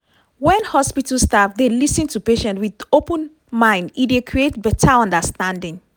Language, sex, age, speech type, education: Nigerian Pidgin, female, 30-45, spontaneous, tertiary